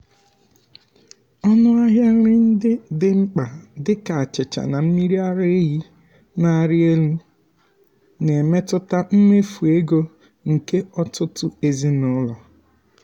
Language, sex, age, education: Igbo, male, 15-29, tertiary